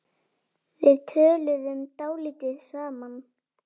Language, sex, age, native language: Icelandic, female, 7, Icelandic